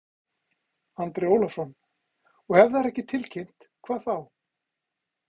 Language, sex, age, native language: Icelandic, male, 40-49, Icelandic